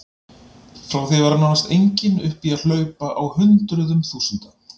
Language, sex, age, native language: Icelandic, male, 40-49, Icelandic